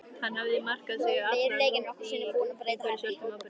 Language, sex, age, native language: Icelandic, female, 13, Icelandic